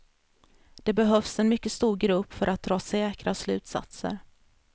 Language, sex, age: Swedish, female, 33